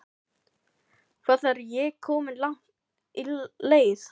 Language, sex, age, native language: Icelandic, female, 15, Filipino